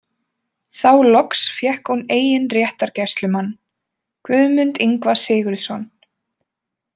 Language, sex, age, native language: Icelandic, female, 20-29, Icelandic